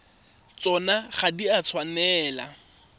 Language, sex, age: Tswana, male, 24